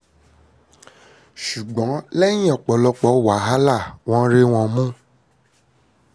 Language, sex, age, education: Yoruba, male, 30-45, secondary